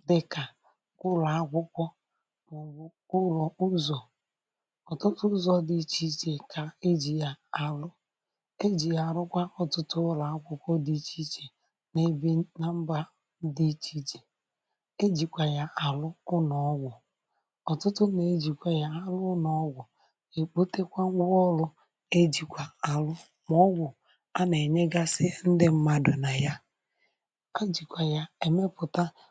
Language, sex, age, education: Igbo, female, 46-60, tertiary